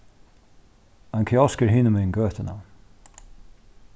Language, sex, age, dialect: Faroese, male, 36-60, Norðurstreymoy/Eysturoy